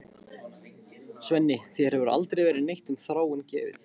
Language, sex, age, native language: Icelandic, male, 15, Icelandic